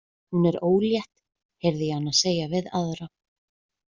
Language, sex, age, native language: Icelandic, female, 20-29, Icelandic